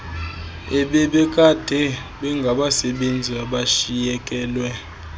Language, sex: Xhosa, male